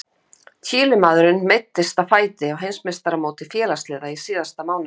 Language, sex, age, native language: Icelandic, female, 50-59, Icelandic